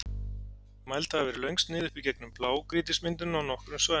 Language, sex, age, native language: Icelandic, male, 40-49, Icelandic